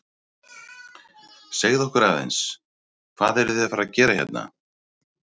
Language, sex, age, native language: Icelandic, male, 30-39, Icelandic